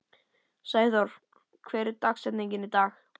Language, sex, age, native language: Icelandic, male, 11, Icelandic